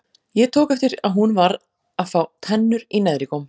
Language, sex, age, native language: Icelandic, female, 40-49, Icelandic